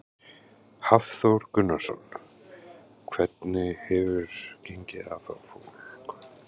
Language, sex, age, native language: Icelandic, male, 30-39, Icelandic